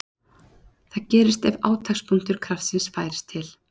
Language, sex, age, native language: Icelandic, female, 30-39, Icelandic